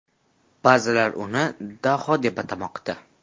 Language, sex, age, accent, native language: Uzbek, male, 12-17, Jizzax, Uzbek